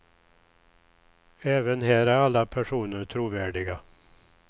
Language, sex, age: Swedish, male, 61